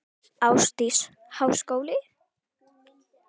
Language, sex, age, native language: Icelandic, female, 10, Icelandic